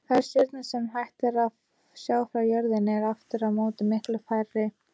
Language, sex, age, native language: Icelandic, female, 18-19, Icelandic